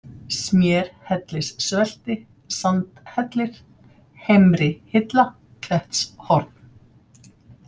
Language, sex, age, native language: Icelandic, female, 50-59, Icelandic